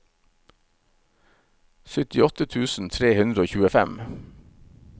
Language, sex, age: Norwegian, male, 51